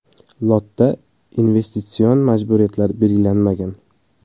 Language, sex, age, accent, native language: Uzbek, male, 18-24, Samarqand, Uzbek